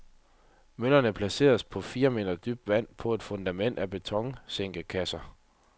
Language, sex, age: Danish, male, 30